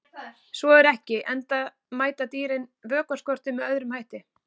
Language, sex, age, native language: Icelandic, female, 40-49, Icelandic